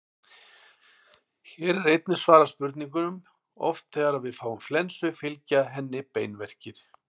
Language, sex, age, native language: Icelandic, male, 60-69, Icelandic